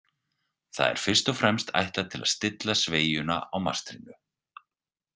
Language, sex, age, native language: Icelandic, male, 40-49, Icelandic